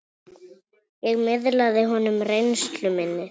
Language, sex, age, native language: Icelandic, female, 7, Icelandic